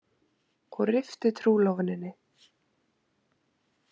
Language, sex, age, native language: Icelandic, female, 20-29, Icelandic